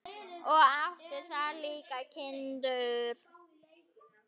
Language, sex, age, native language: Icelandic, female, 9, Icelandic